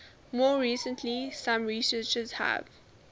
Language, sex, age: English, female, 19